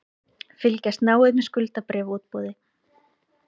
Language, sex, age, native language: Icelandic, female, 30-39, Icelandic